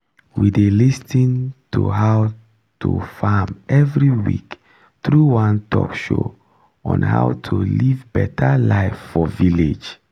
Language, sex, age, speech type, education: Nigerian Pidgin, male, 15-29, spontaneous, tertiary